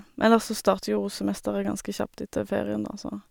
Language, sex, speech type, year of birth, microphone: Norwegian, female, spontaneous, 1987, Sennheiser